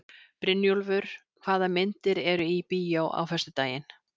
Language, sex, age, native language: Icelandic, female, 60-69, Icelandic